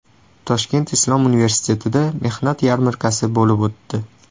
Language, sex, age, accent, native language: Uzbek, male, 18-24, Toshkent shahri, Uzbek